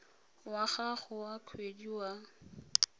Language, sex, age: Tswana, female, 22